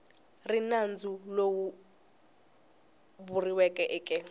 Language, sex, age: Tsonga, female, 20